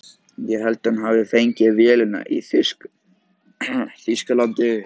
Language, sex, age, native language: Icelandic, male, 14, Icelandic